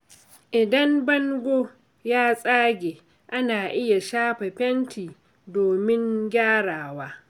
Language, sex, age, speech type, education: Hausa, female, 46-60, read, secondary